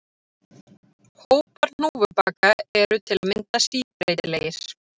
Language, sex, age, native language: Icelandic, female, 30-39, Icelandic